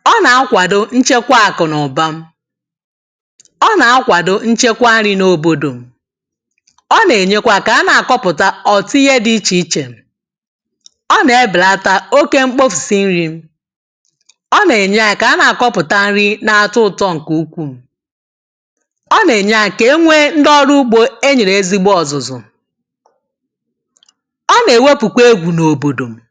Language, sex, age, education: Igbo, female, 30-45, tertiary